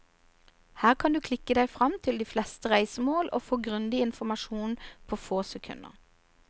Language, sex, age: Norwegian, female, 29